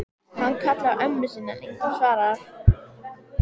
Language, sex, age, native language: Icelandic, female, 14, Icelandic